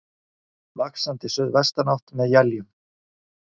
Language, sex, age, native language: Icelandic, male, 40-49, Icelandic